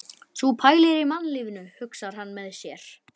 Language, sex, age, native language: Icelandic, male, 11, Icelandic